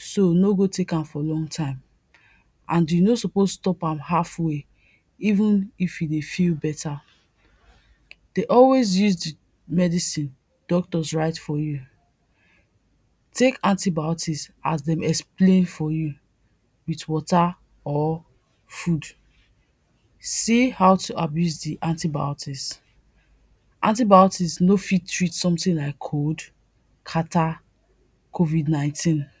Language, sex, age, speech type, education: Nigerian Pidgin, female, 30-45, spontaneous, tertiary